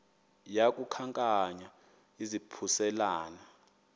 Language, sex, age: Xhosa, male, 22